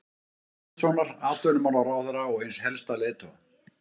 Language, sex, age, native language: Icelandic, male, 50-59, Icelandic